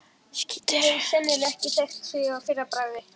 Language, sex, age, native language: Icelandic, male, 12, Icelandic